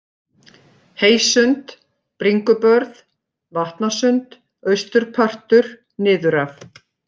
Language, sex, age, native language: Icelandic, female, 50-59, Icelandic